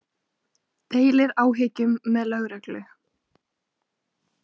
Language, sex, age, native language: Icelandic, female, 20-29, Icelandic